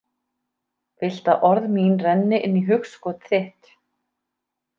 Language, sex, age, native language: Icelandic, female, 30-39, Icelandic